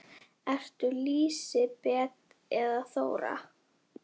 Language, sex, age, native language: Icelandic, female, 10, Icelandic